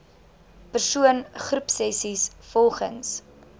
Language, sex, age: Afrikaans, female, 19